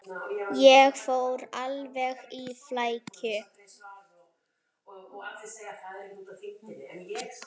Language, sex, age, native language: Icelandic, female, 10, Icelandic